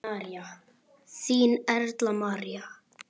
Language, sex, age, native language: Icelandic, male, 9, Icelandic